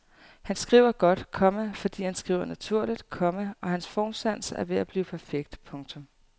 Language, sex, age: Danish, female, 18